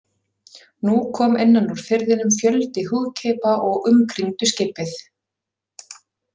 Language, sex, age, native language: Icelandic, female, 40-49, Icelandic